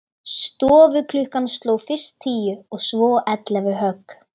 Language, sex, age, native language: Icelandic, female, 13, Icelandic